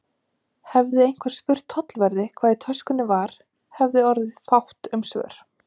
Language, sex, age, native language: Icelandic, female, 30-39, Icelandic